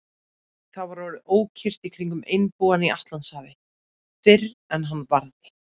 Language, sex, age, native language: Icelandic, female, 30-39, Icelandic